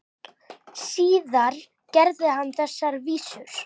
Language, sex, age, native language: Icelandic, male, 10, Icelandic